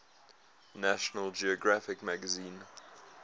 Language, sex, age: English, male, 22